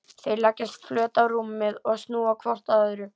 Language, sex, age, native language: Icelandic, female, 11, Icelandic